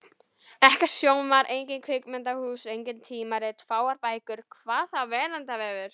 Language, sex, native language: Icelandic, female, Icelandic